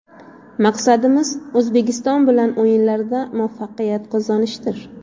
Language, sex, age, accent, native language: Uzbek, female, 25-34, Andijon, Uzbek